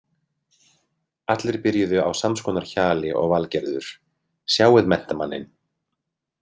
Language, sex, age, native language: Icelandic, male, 30-39, Icelandic